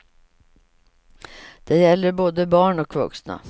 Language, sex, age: Swedish, female, 55